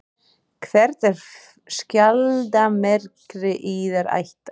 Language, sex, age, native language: Icelandic, female, 30-39, Icelandic